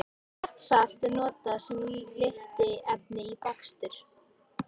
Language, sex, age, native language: Icelandic, female, 18-19, Icelandic